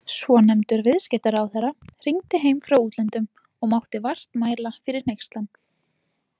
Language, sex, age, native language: Icelandic, female, 30-39, Icelandic